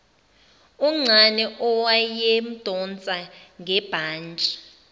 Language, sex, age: Zulu, female, 21